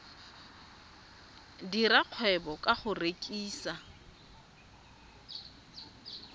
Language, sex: Tswana, female